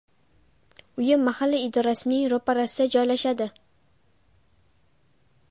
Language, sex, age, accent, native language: Uzbek, female, 12-17, Toshkent shahri, Uzbek